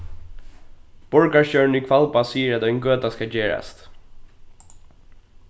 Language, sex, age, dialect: Faroese, male, 15-35, Norðuroyggjar